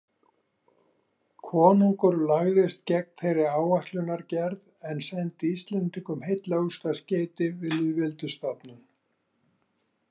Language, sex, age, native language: Icelandic, male, 60-69, Icelandic